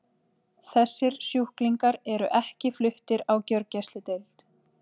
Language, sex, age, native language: Icelandic, female, 30-39, Icelandic